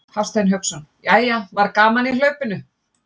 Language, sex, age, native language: Icelandic, female, 50-59, Icelandic